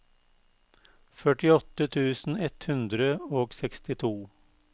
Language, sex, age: Norwegian, male, 52